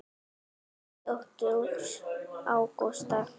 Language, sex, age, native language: Icelandic, female, 8, Icelandic